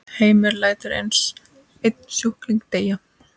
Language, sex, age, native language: Icelandic, male, 10, Icelandic